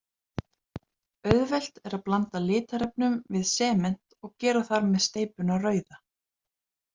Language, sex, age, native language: Icelandic, female, 30-39, Icelandic